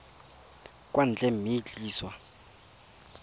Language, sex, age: Tswana, male, 22